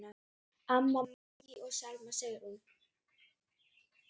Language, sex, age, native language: Icelandic, female, 9, Icelandic